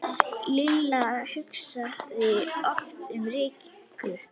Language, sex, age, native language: Icelandic, female, 10, Icelandic